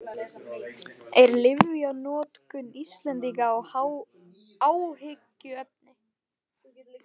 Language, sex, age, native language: Icelandic, male, 13, Icelandic